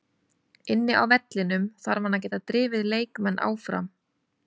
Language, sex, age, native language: Icelandic, female, 30-39, Icelandic